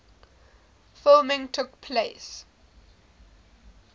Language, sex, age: English, female, 20